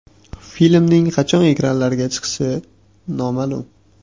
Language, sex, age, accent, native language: Uzbek, male, 18-24, Toshkent shahri, Uzbek